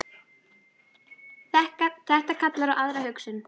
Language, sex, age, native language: Icelandic, female, 10, Icelandic